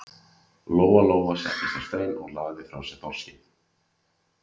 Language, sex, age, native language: Icelandic, male, 30-39, Icelandic